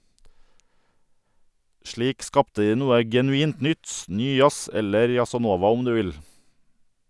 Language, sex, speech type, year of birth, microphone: Norwegian, male, read, 1978, Sennheiser